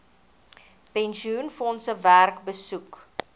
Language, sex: Afrikaans, female